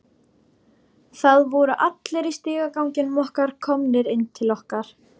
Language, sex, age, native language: Icelandic, female, 12, Icelandic